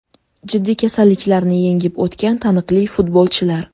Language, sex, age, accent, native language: Uzbek, female, 18-24, Toshkent shahri, Uzbek